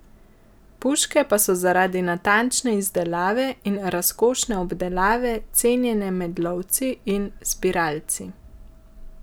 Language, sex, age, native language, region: Slovenian, male, 50-59, Slovenian, Central Slovenia